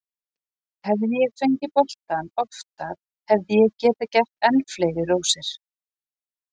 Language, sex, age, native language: Icelandic, female, 40-49, Icelandic